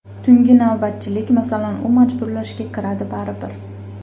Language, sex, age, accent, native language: Uzbek, female, 18-24, Farg'ona, Uzbek